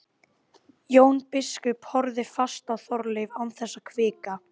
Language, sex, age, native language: Icelandic, female, 12, Icelandic